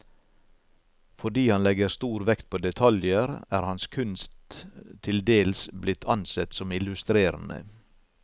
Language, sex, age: Norwegian, male, 56